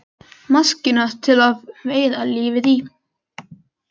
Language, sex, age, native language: Icelandic, male, 11, Icelandic